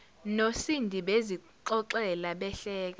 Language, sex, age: Zulu, female, 17